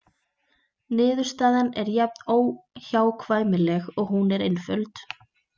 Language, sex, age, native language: Icelandic, female, 20-29, Icelandic